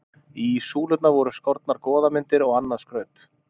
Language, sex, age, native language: Icelandic, male, 30-39, Icelandic